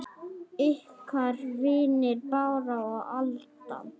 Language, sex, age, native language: Icelandic, female, 9, Icelandic